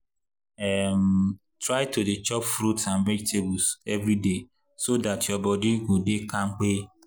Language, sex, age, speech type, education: Nigerian Pidgin, male, 30-45, spontaneous, tertiary